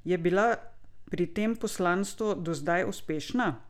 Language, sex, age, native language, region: Slovenian, female, 50-59, Slovenian, Drava region